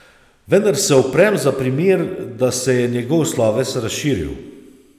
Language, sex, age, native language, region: Slovenian, male, 30-49, Slovenian, Savinja region